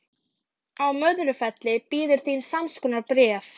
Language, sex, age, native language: Icelandic, female, 12, Icelandic